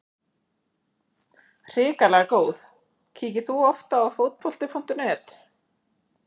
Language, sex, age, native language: Icelandic, female, 30-39, Icelandic